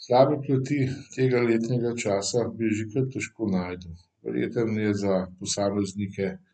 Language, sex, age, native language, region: Slovenian, male, 50-59, Slovenian, Central Slovenia